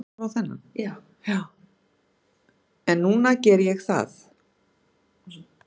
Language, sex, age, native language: Icelandic, female, 60-69, Icelandic